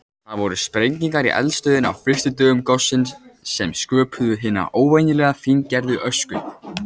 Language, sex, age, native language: Icelandic, male, 18-19, Icelandic